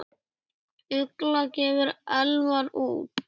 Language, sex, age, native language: Icelandic, male, 8, Icelandic